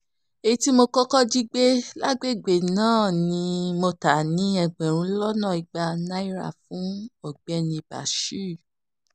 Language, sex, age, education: Yoruba, female, 15-29, tertiary